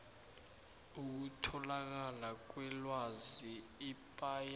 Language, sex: South Ndebele, male